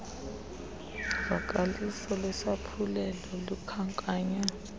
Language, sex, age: Xhosa, female, 30